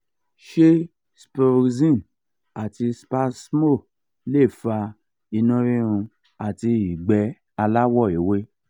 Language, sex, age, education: Yoruba, male, 46-60, tertiary